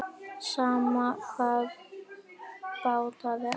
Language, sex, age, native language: Icelandic, female, 10, Icelandic